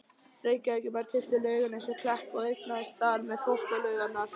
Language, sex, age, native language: Icelandic, male, 11, Icelandic